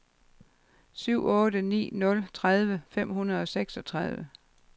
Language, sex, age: Danish, female, 52